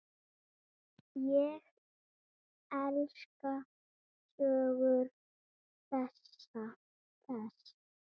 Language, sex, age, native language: Icelandic, female, 7, Icelandic